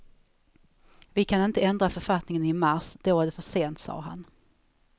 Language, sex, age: Swedish, female, 34